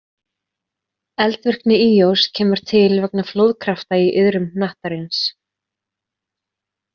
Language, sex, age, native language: Icelandic, female, 30-39, Icelandic